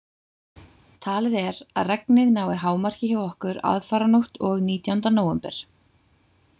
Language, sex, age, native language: Icelandic, female, 20-29, Icelandic